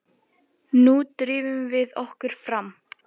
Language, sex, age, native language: Icelandic, female, 10, Icelandic